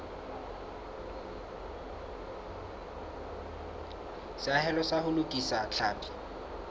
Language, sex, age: Southern Sotho, male, 23